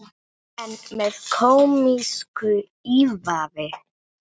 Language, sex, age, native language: Icelandic, female, 9, Icelandic